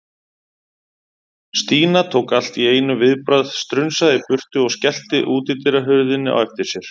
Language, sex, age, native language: Icelandic, male, 30-39, Icelandic